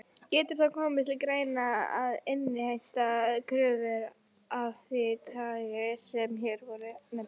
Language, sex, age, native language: Icelandic, female, 40-49, Icelandic